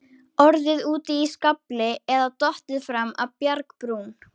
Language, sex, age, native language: Icelandic, female, 13, Icelandic